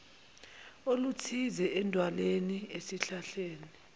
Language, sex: Zulu, female